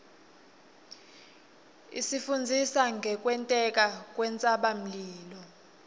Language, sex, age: Swati, female, 21